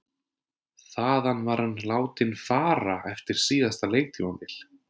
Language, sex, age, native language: Icelandic, male, 30-39, Icelandic